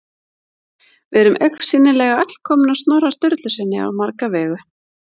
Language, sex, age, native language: Icelandic, female, 30-39, Icelandic